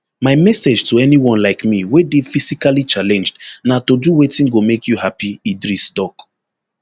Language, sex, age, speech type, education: Nigerian Pidgin, male, 15-29, spontaneous, tertiary